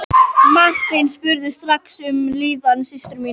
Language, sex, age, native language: Icelandic, female, 11, Icelandic